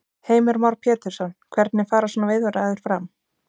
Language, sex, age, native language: Icelandic, female, 20-29, Icelandic